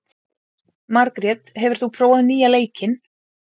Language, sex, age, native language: Icelandic, female, 20-29, Icelandic